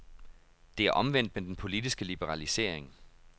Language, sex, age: Danish, male, 31